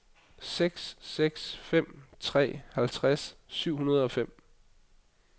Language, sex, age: Danish, male, 25